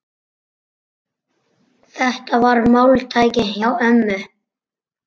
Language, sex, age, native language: Icelandic, male, 9, Icelandic